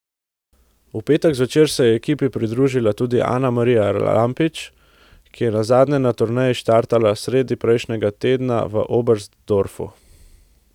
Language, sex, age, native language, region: Slovenian, male, 18-29, Slovenian, Central Slovenia